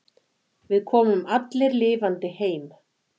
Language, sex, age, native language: Icelandic, female, 40-49, Icelandic